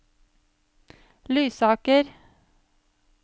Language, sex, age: Norwegian, female, 35